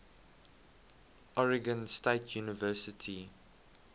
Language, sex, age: English, male, 21